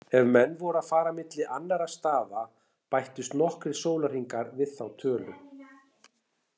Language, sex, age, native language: Icelandic, female, 40-49, Icelandic